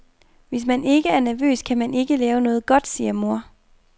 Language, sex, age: Danish, female, 24